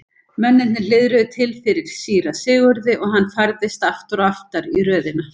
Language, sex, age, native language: Icelandic, female, 70-79, Icelandic